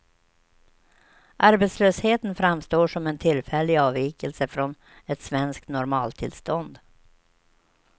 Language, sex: Swedish, female